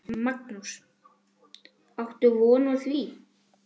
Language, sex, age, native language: Icelandic, male, 9, Icelandic